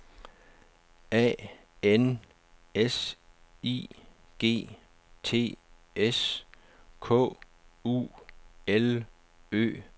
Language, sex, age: Danish, male, 49